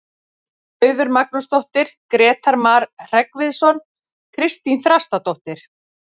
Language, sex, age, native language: Icelandic, female, 40-49, Icelandic